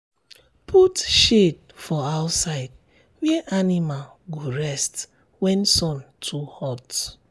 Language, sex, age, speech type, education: Nigerian Pidgin, male, 30-45, spontaneous, tertiary